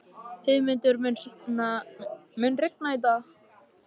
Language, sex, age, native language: Icelandic, male, 13, Icelandic